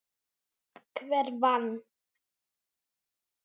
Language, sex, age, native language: Icelandic, female, 10, Icelandic